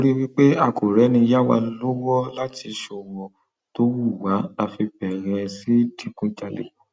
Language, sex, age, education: Yoruba, male, 30-45, secondary